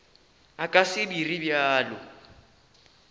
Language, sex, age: Northern Sotho, male, 19